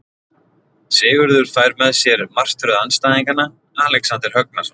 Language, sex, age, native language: Icelandic, male, 40-49, Icelandic